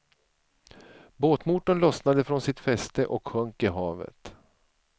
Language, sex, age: Swedish, male, 47